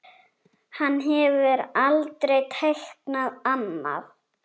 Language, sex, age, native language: Icelandic, female, 10, Icelandic